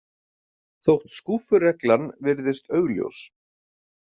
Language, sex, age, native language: Icelandic, male, 40-49, Icelandic